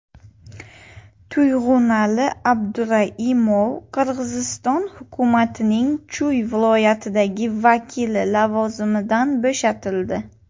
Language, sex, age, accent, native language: Uzbek, female, 18-24, Buxoro, Uzbek